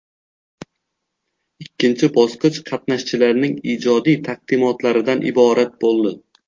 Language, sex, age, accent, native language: Uzbek, male, 18-24, Xorazm, Uzbek